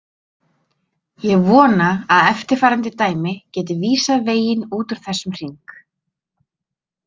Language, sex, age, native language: Icelandic, female, 30-39, Icelandic